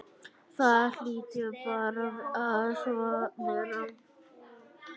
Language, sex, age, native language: Icelandic, female, 9, Icelandic